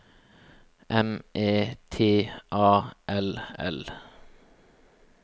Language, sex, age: Norwegian, male, 36